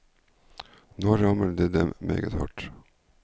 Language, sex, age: Norwegian, male, 49